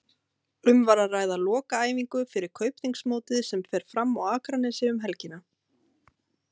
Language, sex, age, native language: Icelandic, female, 30-39, Icelandic